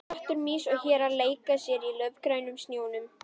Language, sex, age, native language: Icelandic, female, 11, Icelandic